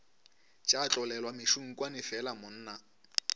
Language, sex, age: Northern Sotho, male, 25